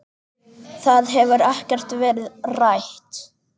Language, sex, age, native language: Icelandic, male, 10, Icelandic